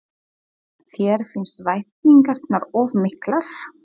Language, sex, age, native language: Icelandic, female, 40-49, Polish